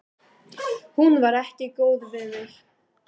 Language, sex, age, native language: Icelandic, female, 18-19, Icelandic